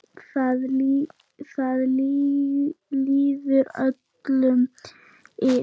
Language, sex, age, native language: Icelandic, female, 9, Icelandic